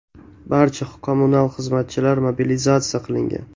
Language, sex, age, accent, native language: Uzbek, male, 18-24, Toshkent shahri, Uzbek